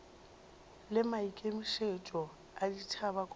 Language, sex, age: Northern Sotho, female, 23